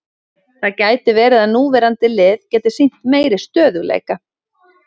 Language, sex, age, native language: Icelandic, female, 30-39, Icelandic